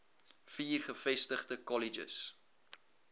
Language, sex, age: Afrikaans, male, 21